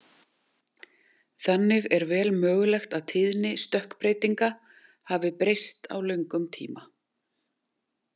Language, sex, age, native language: Icelandic, female, 40-49, Icelandic